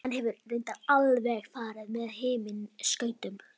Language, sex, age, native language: Icelandic, female, 11, Icelandic